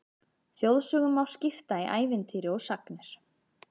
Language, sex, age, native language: Icelandic, female, 30-39, Icelandic